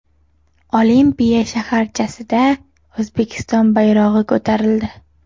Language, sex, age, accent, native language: Uzbek, female, under 19, Toshkent shahri, Uzbek